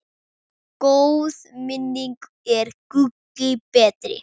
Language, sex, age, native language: Icelandic, male, 9, Icelandic